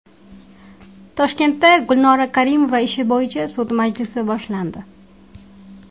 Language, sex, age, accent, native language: Uzbek, female, 19-29, Qashqadaryo, Uzbek